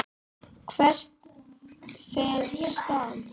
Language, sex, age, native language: Icelandic, female, 9, Icelandic